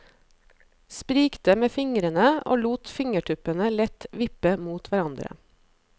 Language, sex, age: Norwegian, female, 37